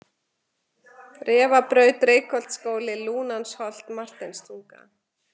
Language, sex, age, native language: Icelandic, female, 40-49, Icelandic